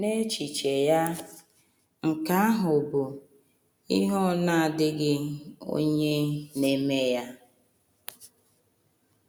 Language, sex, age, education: Igbo, female, 30-45, tertiary